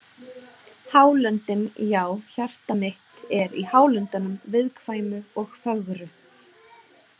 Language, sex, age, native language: Icelandic, female, 30-39, Icelandic